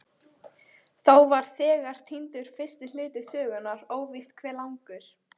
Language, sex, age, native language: Icelandic, female, 13, Icelandic